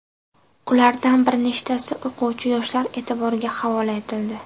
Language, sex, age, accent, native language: Uzbek, female, 19-29, Buxoro, Uzbek